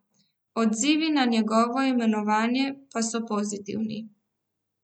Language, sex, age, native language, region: Slovenian, female, 18-29, Slovenian, Central Slovenia